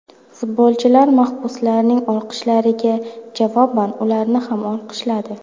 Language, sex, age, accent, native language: Uzbek, female, 19-29, Buxoro, Uzbek